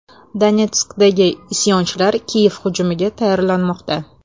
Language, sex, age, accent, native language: Uzbek, female, 25-34, Toshkent shahri, Uzbek